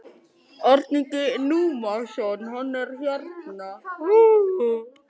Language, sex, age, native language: Icelandic, male, 11, Icelandic